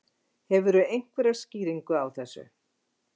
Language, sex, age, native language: Icelandic, female, 50-59, Icelandic